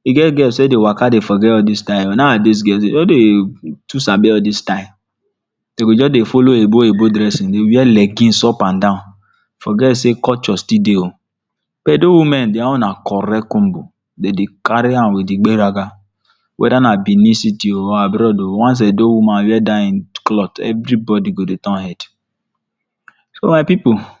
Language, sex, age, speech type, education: Nigerian Pidgin, male, 46-60, spontaneous, tertiary